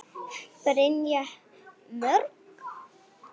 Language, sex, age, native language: Icelandic, female, 8, Icelandic